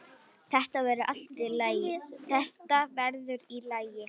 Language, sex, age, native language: Icelandic, female, 9, Icelandic